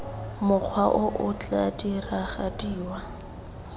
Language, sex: Tswana, female